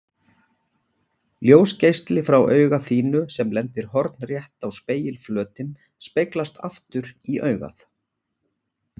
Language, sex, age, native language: Icelandic, male, 40-49, Icelandic